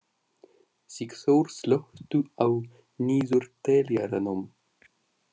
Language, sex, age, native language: Icelandic, male, 40-49, Russian